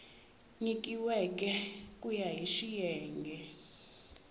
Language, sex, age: Tsonga, female, 18